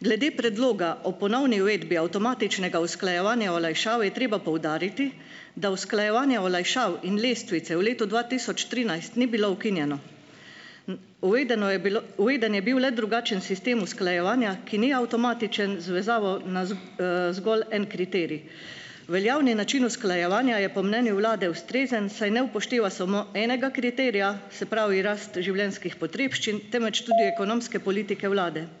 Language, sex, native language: Slovenian, female, Slovenian